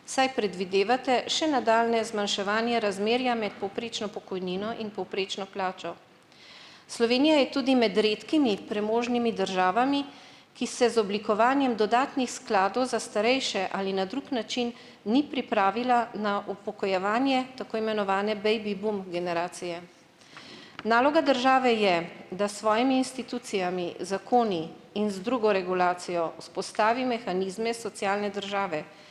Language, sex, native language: Slovenian, female, Slovenian